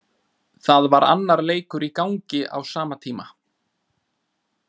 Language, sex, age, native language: Icelandic, male, 30-39, Icelandic